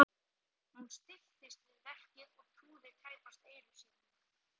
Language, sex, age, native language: Icelandic, male, 11, Icelandic